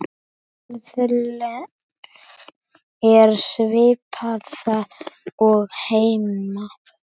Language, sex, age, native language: Icelandic, male, 10, Icelandic